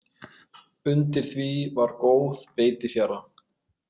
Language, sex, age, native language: Icelandic, male, 20-29, Icelandic